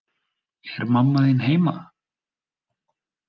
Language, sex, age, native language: Icelandic, male, 20-29, Icelandic